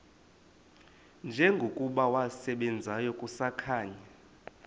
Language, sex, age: Xhosa, male, 20